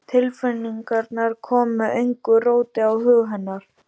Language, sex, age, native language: Icelandic, male, 12, Icelandic